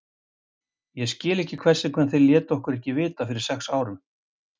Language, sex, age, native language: Icelandic, male, 50-59, Icelandic